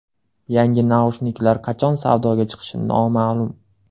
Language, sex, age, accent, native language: Uzbek, male, 18-24, Andijon, Uzbek